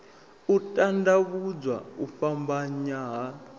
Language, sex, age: Venda, male, 21